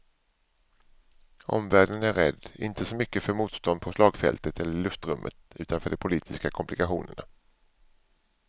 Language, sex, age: Swedish, male, 47